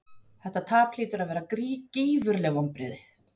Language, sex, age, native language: Icelandic, female, 40-49, Icelandic